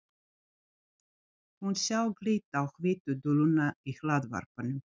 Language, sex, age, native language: Icelandic, female, 40-49, Serbo-Croatian